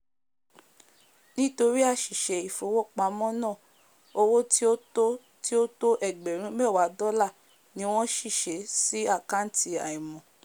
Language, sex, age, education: Yoruba, female, 15-29, tertiary